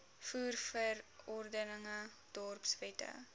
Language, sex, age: Afrikaans, female, 19